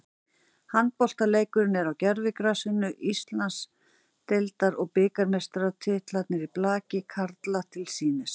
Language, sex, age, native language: Icelandic, female, 40-49, Icelandic